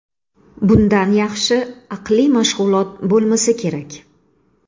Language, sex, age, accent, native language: Uzbek, female, 35+, Toshkent shahri, Uzbek